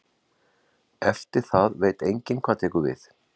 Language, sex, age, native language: Icelandic, male, 40-49, Icelandic